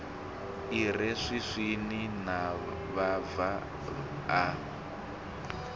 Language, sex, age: Venda, male, 26